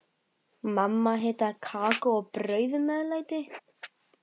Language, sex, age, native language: Icelandic, female, 12, Icelandic